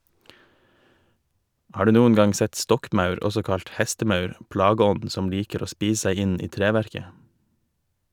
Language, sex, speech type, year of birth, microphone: Norwegian, male, read, 1988, Shure